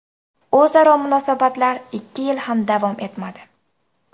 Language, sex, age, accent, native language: Uzbek, female, 18-24, Samarqand, Uzbek